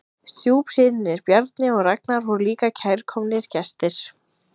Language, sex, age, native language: Icelandic, female, 15, Icelandic